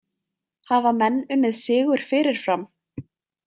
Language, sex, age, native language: Icelandic, female, 20-29, Icelandic